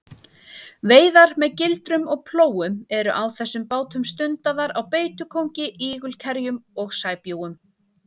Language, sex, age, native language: Icelandic, female, 30-39, Icelandic